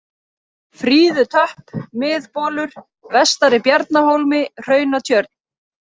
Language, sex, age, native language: Icelandic, female, 30-39, Icelandic